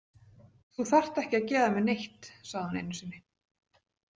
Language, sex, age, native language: Icelandic, female, 18-19, Icelandic